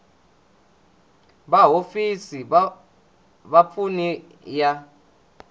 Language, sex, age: Tsonga, male, 20